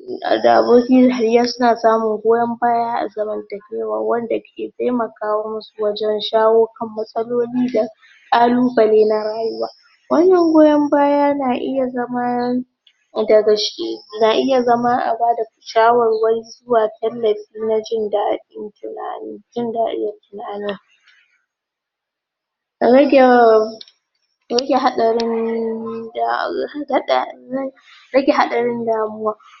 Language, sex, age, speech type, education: Hausa, female, 15-29, spontaneous, tertiary